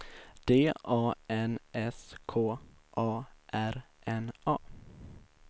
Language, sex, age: Swedish, male, 19